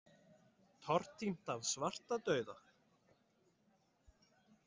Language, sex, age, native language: Icelandic, male, 20-29, Icelandic